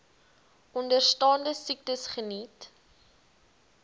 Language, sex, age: Afrikaans, female, 20